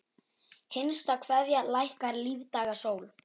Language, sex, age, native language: Icelandic, male, 9, Icelandic